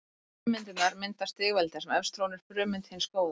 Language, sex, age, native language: Icelandic, female, 30-39, Icelandic